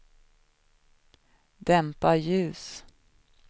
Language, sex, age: Swedish, female, 37